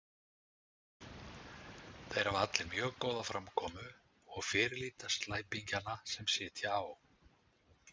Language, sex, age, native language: Icelandic, male, 60-69, Icelandic